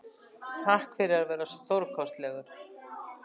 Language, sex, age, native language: Icelandic, female, 60-69, Icelandic